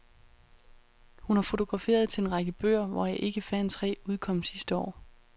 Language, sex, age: Danish, female, 31